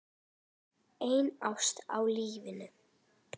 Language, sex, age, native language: Icelandic, female, 10, Icelandic